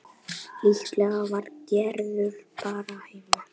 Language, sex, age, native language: Icelandic, male, 8, Icelandic